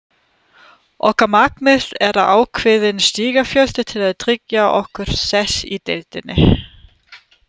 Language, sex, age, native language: Icelandic, female, 30-39, German